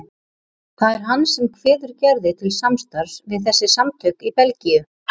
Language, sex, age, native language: Icelandic, female, 30-39, Icelandic